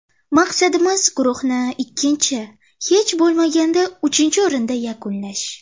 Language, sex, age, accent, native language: Uzbek, female, under 19, Toshkent shahri, Uzbek